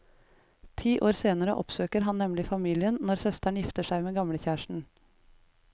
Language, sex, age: Norwegian, female, 33